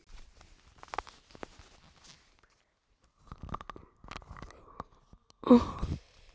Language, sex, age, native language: Icelandic, male, 10, Icelandic